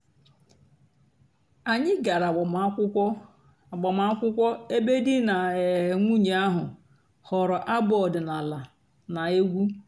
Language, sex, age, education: Igbo, female, 46-60, tertiary